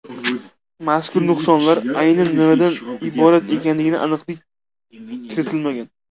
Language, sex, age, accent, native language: Uzbek, male, 19-29, Jizzax, Uzbek